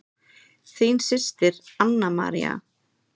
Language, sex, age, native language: Icelandic, male, 9, Icelandic